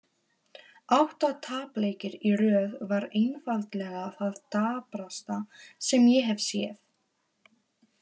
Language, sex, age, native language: Icelandic, female, 18-19, Polish